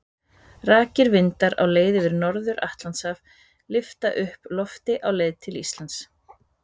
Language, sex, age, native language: Icelandic, female, 30-39, Icelandic